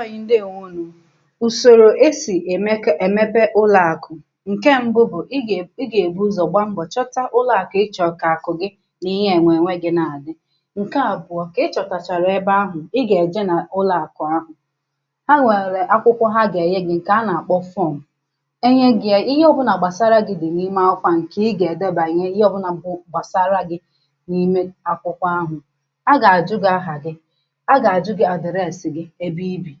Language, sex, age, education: Igbo, female, 15-29, secondary